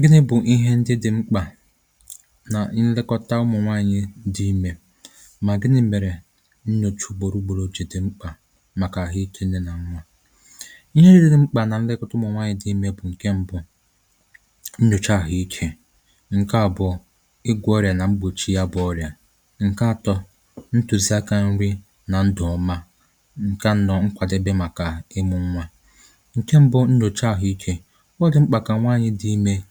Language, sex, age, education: Igbo, male, 15-29, tertiary